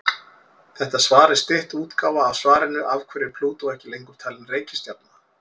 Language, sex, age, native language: Icelandic, male, 40-49, Icelandic